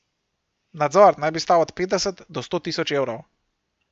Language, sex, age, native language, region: Slovenian, male, 18-29, Slovenian, Gorenjska region